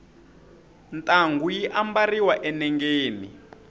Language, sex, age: Tsonga, male, 25